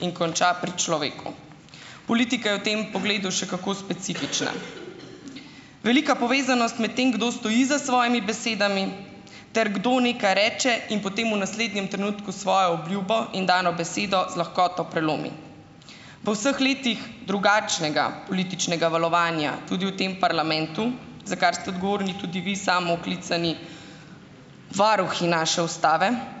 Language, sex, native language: Slovenian, female, Slovenian